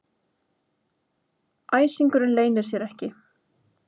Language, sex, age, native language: Icelandic, female, 20-29, Icelandic